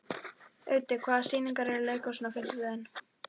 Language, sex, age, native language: Icelandic, female, 12, Icelandic